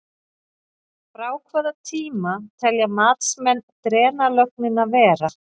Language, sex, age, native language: Icelandic, female, 40-49, Icelandic